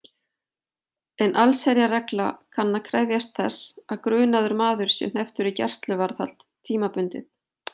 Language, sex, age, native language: Icelandic, female, 40-49, Icelandic